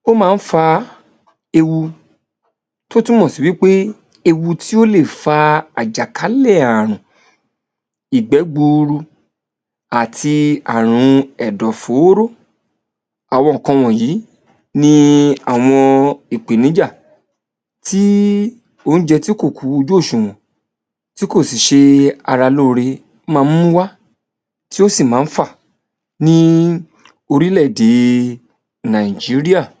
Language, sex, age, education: Yoruba, male, 30-45, tertiary